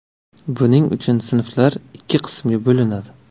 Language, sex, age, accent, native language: Uzbek, male, 25-34, Navoiy, Uzbek